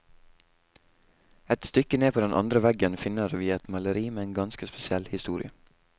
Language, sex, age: Norwegian, male, 22